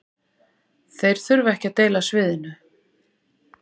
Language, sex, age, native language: Icelandic, female, 40-49, Icelandic